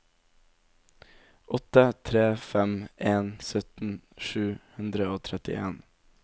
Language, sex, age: Norwegian, male, 17